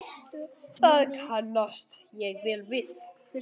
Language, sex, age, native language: Icelandic, male, 9, Icelandic